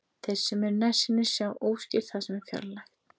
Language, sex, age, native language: Icelandic, female, 30-39, Icelandic